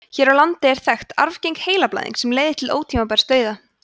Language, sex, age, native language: Icelandic, female, 20-29, Icelandic